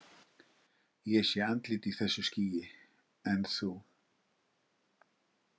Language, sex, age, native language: Icelandic, male, 60-69, Icelandic